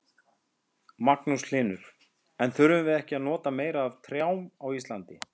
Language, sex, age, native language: Icelandic, male, 50-59, Icelandic